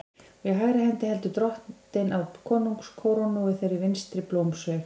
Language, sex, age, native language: Icelandic, female, 20-29, Icelandic